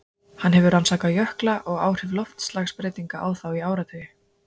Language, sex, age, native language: Icelandic, female, 20-29, Icelandic